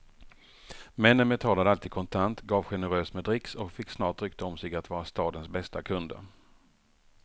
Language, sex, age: Swedish, male, 48